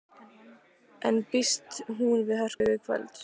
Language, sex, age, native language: Icelandic, female, 15, Icelandic